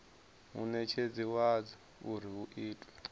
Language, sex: Venda, male